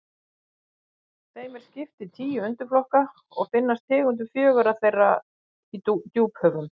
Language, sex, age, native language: Icelandic, female, 50-59, Icelandic